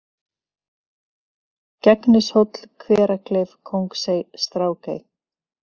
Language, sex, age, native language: Icelandic, female, 50-59, Icelandic